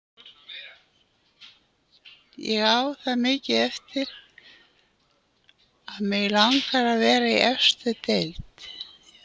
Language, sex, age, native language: Icelandic, female, 80-89, Icelandic